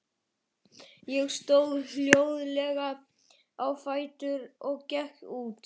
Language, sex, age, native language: Icelandic, male, 11, Icelandic